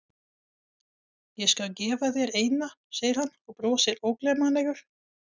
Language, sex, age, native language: Icelandic, female, 40-49, Swedish